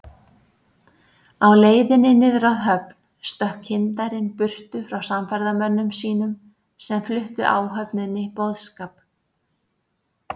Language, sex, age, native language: Icelandic, female, 60-69, Icelandic